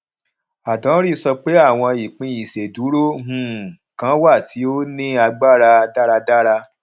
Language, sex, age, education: Yoruba, male, 30-45, tertiary